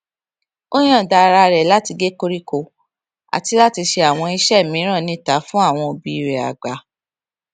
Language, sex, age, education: Yoruba, female, 15-29, tertiary